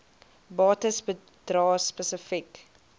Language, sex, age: Afrikaans, female, 22